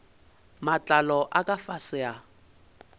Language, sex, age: Northern Sotho, male, 22